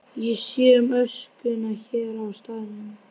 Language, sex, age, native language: Icelandic, female, 12, Icelandic